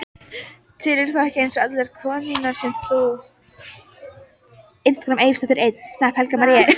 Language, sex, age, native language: Icelandic, female, 14, Icelandic